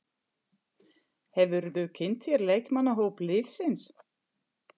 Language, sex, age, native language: Icelandic, female, 50-59, German